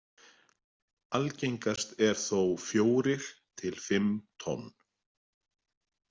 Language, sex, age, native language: Icelandic, male, 40-49, Icelandic